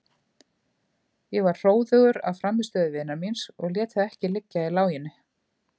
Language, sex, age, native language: Icelandic, female, 50-59, Icelandic